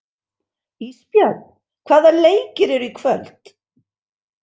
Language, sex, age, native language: Icelandic, female, 60-69, Icelandic